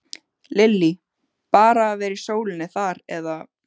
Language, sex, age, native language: Icelandic, female, 15, Icelandic